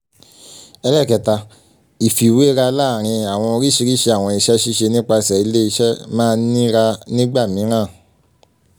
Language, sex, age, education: Yoruba, male, 15-29, secondary